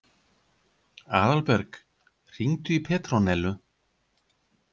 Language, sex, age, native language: Icelandic, male, 50-59, Icelandic